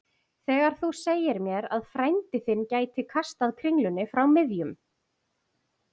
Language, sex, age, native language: Icelandic, female, 40-49, Icelandic